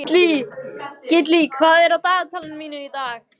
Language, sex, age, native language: Icelandic, male, 14, Icelandic